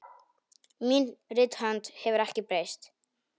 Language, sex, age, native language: Icelandic, male, 10, Polish